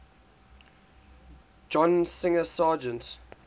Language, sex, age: English, male, 18